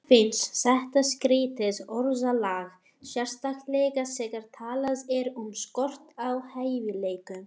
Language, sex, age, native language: Icelandic, female, 18-19, Icelandic